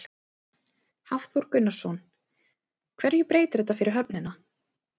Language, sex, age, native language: Icelandic, female, 30-39, Icelandic